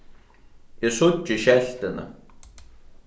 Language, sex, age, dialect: Faroese, male, 15-35, Norðurstreymoy/Eysturoy